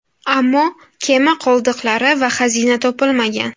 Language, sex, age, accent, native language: Uzbek, female, 18-24, Buxoro, Uzbek